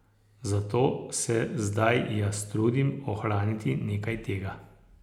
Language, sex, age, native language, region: Slovenian, male, 60+, Slovenian, Posavska region